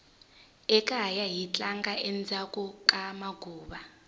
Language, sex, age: Tsonga, female, 20